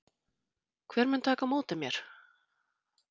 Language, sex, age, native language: Icelandic, female, 40-49, Icelandic